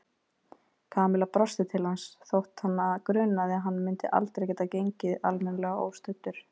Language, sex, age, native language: Icelandic, female, 20-29, Icelandic